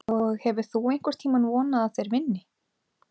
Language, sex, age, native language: Icelandic, female, 30-39, Icelandic